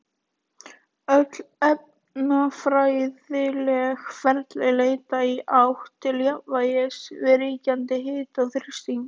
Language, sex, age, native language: Icelandic, female, 18-19, Icelandic